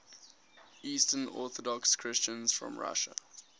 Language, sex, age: English, male, 19